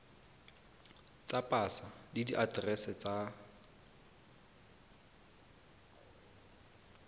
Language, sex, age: Tswana, male, 23